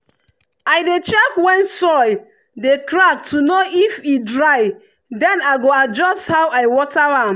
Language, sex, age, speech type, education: Nigerian Pidgin, female, 30-45, spontaneous, tertiary